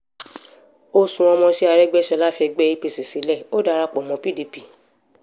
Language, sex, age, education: Yoruba, female, 15-29, tertiary